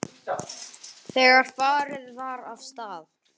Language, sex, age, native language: Icelandic, male, 18-19, Icelandic